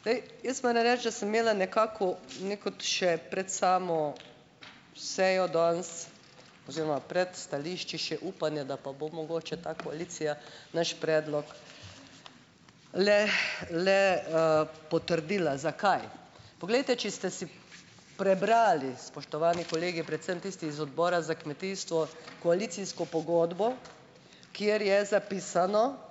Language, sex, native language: Slovenian, female, Slovenian